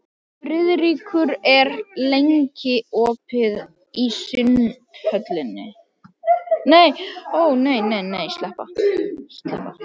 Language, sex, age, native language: Icelandic, male, 11, Icelandic